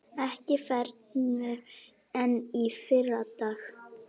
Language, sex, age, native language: Icelandic, female, 8, Icelandic